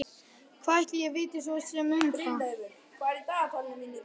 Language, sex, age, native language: Icelandic, male, 11, Icelandic